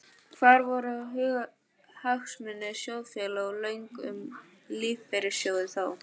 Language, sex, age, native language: Icelandic, female, 15, Icelandic